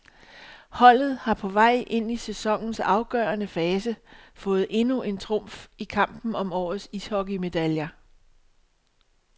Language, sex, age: Danish, female, 62